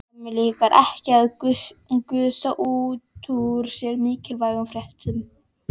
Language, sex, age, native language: Icelandic, female, 11, Icelandic